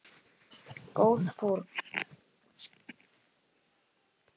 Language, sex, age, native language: Icelandic, female, 8, Icelandic